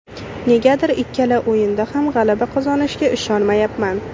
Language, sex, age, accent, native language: Uzbek, female, 18-24, Toshkent shahri, Uzbek